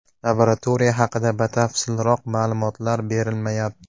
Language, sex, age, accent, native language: Uzbek, male, 19-29, Namangan, Uzbek